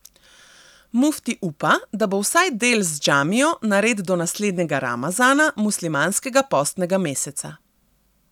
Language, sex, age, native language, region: Slovenian, female, 30-49, Slovenian, Central Slovenia